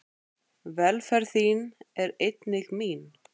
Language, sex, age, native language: Icelandic, female, 8, Icelandic